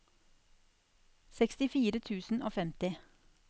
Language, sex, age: Norwegian, female, 46